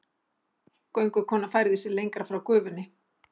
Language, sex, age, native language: Icelandic, female, 60-69, Icelandic